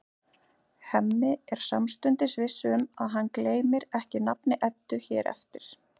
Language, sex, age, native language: Icelandic, female, 40-49, Icelandic